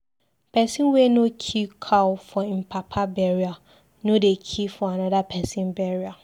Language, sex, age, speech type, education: Nigerian Pidgin, female, 15-29, read, secondary